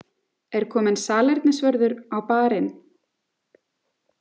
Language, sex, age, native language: Icelandic, female, 40-49, Icelandic